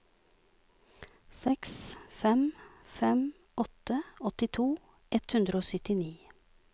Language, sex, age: Norwegian, female, 46